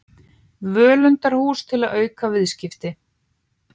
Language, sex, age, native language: Icelandic, female, 18-19, Icelandic